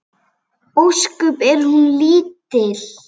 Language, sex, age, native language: Icelandic, female, 7, Icelandic